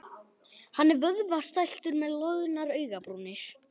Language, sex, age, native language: Icelandic, male, 11, Icelandic